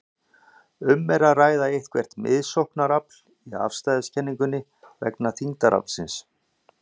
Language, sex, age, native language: Icelandic, male, 40-49, Icelandic